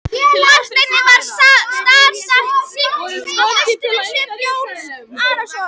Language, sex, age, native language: Icelandic, female, 11, Icelandic